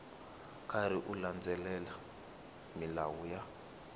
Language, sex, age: Tsonga, male, 19